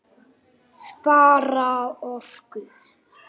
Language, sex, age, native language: Icelandic, male, 9, Icelandic